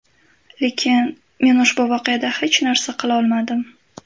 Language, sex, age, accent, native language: Uzbek, female, 18-24, Andijon, Uzbek